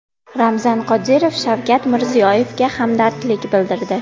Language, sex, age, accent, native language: Uzbek, female, 18-24, Andijon, Uzbek